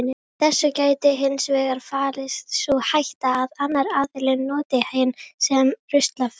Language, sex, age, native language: Icelandic, female, 18-19, Icelandic